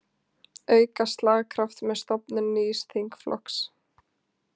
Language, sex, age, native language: Icelandic, female, 20-29, Icelandic